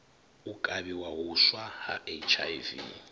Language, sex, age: Venda, male, 39